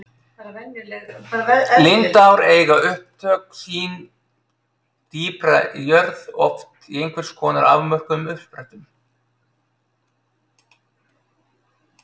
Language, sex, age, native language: Icelandic, male, 30-39, Icelandic